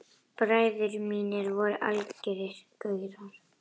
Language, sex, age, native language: Icelandic, female, 10, Icelandic